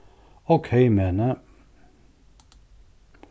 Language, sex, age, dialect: Faroese, male, 61+, Suðurstreymoy